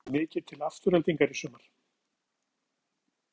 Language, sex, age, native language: Icelandic, male, 50-59, Icelandic